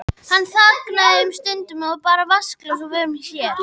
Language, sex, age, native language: Icelandic, female, 12, Icelandic